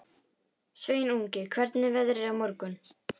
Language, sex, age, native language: Icelandic, female, 18-19, Icelandic